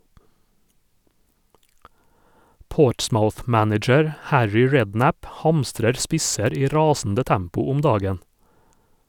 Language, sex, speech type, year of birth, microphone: Norwegian, male, read, 1956, Sennheiser